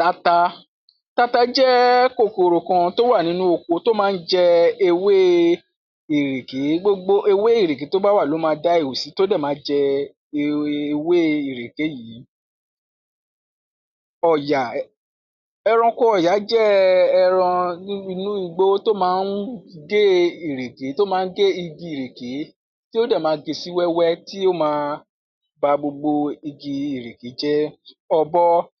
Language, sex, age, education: Yoruba, male, 46-60, tertiary